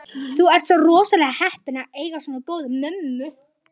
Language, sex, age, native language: Icelandic, male, 11, Icelandic